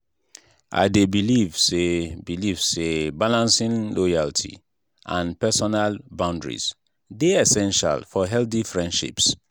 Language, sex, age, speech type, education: Nigerian Pidgin, male, 15-29, spontaneous, tertiary